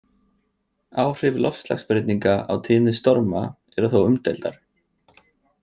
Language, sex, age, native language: Icelandic, male, 20-29, Icelandic